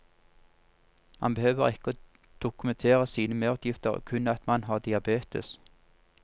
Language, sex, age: Norwegian, male, 47